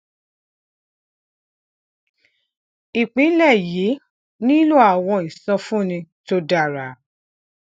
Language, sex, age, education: Yoruba, female, 46-60, tertiary